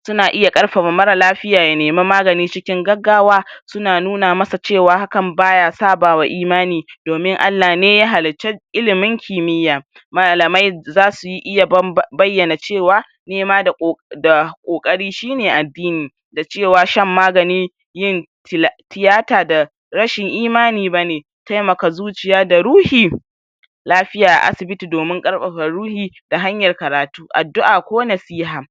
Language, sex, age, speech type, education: Hausa, male, 46-60, spontaneous, tertiary